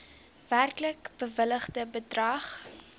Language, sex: Afrikaans, female